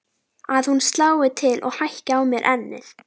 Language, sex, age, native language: Icelandic, female, 12, Icelandic